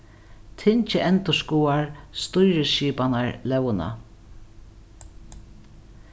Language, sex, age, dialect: Faroese, female, 61+, Norðuroyggjar